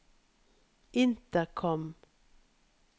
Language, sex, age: Norwegian, female, 51